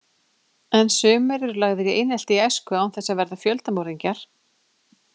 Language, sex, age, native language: Icelandic, female, 40-49, Icelandic